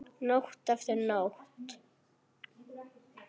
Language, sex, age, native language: Icelandic, female, 9, Icelandic